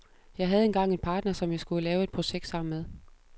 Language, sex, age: Danish, female, 32